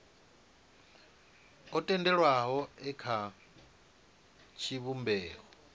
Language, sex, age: Venda, male, 25